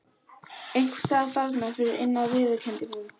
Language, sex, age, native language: Icelandic, female, 12, Icelandic